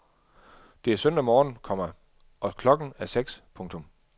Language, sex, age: Danish, male, 38